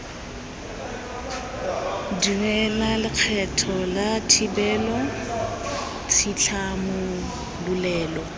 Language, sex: Tswana, female